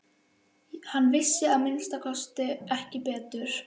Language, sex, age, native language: Icelandic, female, 11, Icelandic